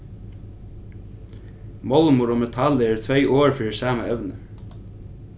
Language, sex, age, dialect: Faroese, male, 15-35, Norðurstreymoy/Eysturoy